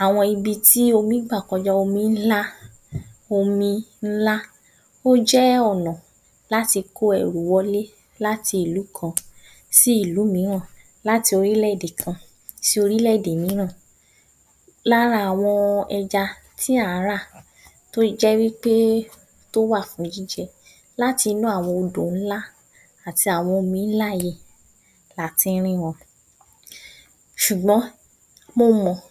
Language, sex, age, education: Yoruba, female, 46-60, tertiary